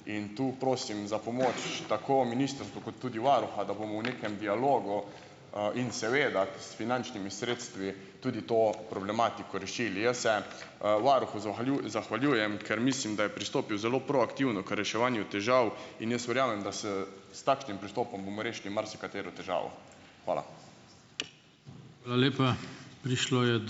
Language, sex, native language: Slovenian, male, Slovenian